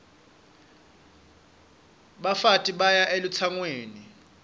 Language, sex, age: Swati, male, 25